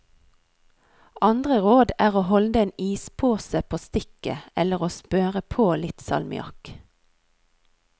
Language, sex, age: Norwegian, female, 39